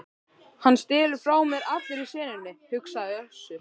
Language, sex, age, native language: Icelandic, male, 13, Icelandic